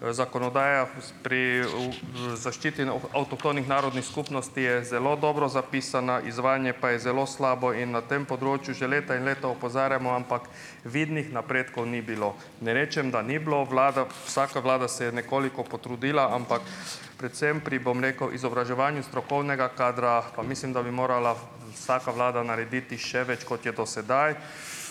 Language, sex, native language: Slovenian, male, Hungarian